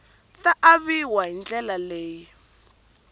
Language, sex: Tsonga, female